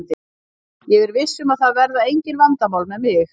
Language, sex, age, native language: Icelandic, female, 50-59, Icelandic